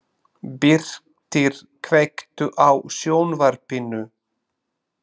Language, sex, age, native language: Icelandic, male, 30-39, Slovak